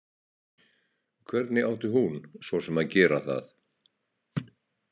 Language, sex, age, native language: Icelandic, male, 60-69, Icelandic